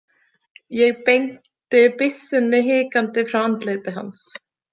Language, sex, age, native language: Icelandic, female, 30-39, Icelandic